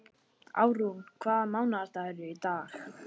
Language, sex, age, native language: Icelandic, male, 11, Icelandic